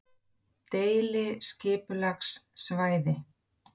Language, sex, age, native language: Icelandic, female, 40-49, Icelandic